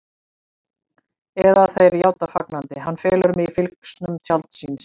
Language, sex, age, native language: Icelandic, female, 40-49, Icelandic